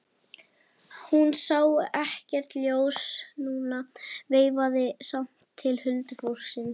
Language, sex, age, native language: Icelandic, female, 11, Icelandic